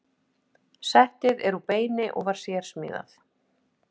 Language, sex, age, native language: Icelandic, female, 50-59, Icelandic